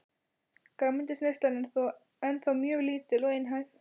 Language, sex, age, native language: Icelandic, female, 12, Icelandic